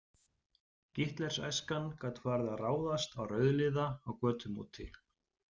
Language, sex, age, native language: Icelandic, male, 40-49, Icelandic